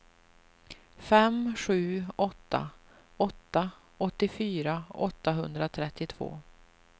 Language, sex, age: Swedish, female, 38